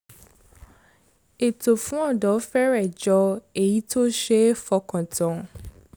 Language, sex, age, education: Yoruba, female, 15-29, secondary